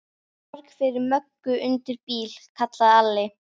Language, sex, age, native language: Icelandic, female, 12, Icelandic